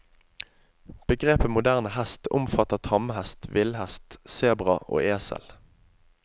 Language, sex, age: Norwegian, male, 25